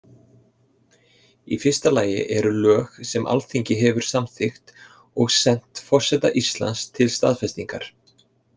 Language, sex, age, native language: Icelandic, male, 30-39, Icelandic